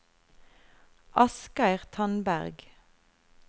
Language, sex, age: Norwegian, female, 33